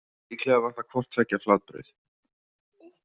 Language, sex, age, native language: Icelandic, male, 20-29, Icelandic